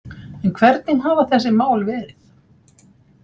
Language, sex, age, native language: Icelandic, female, 50-59, Icelandic